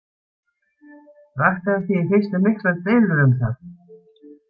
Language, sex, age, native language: Icelandic, female, 70-79, Icelandic